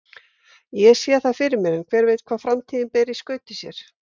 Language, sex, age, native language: Icelandic, female, 50-59, Icelandic